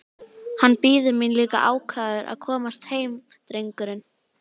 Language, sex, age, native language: Icelandic, female, 11, Icelandic